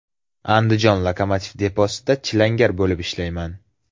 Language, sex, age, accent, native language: Uzbek, male, 18-24, Surxondaryo, Uzbek